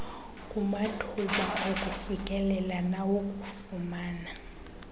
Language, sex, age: Xhosa, female, 24